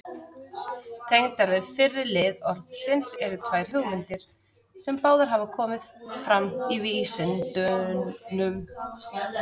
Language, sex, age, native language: Icelandic, female, 30-39, Icelandic